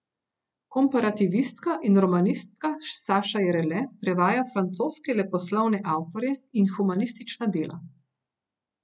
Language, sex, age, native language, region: Slovenian, female, 30-49, Slovenian, Gorenjska region